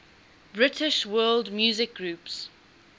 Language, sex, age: English, female, 20